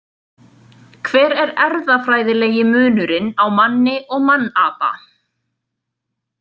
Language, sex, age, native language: Icelandic, female, 20-29, Icelandic